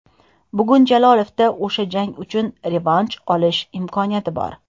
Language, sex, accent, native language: Uzbek, female, Toshkent shahri, Uzbek